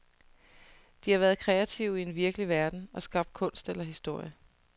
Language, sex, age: Danish, female, 30